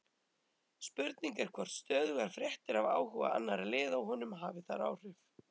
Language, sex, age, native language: Icelandic, female, 30-39, Icelandic